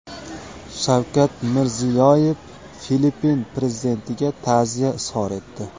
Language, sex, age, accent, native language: Uzbek, male, 25-34, Namangan, Uzbek